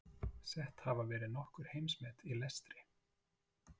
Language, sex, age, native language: Icelandic, male, 40-49, Icelandic